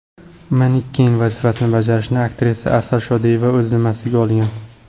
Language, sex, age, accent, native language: Uzbek, male, 18-24, Jizzax, Uzbek